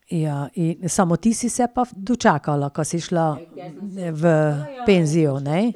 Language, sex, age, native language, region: Slovenian, female, 60+, Slovenian, Pomurje region